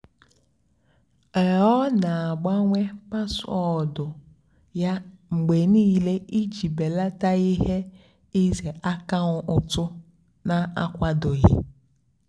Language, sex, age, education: Igbo, female, 15-29, tertiary